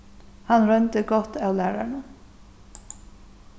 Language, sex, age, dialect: Faroese, female, 36-60, Suðurstreymoy